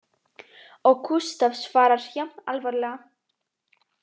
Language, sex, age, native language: Icelandic, female, 18-19, Icelandic